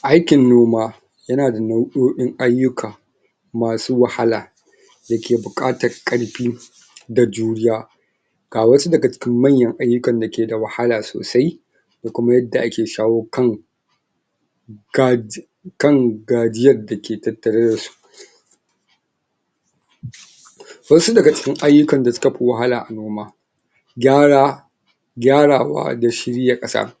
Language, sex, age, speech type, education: Hausa, male, 46-60, spontaneous, tertiary